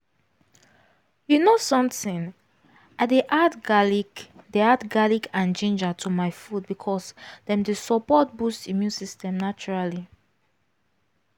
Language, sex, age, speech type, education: Nigerian Pidgin, female, 15-29, spontaneous, tertiary